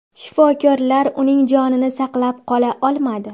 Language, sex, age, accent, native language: Uzbek, female, 18-24, Andijon, Uzbek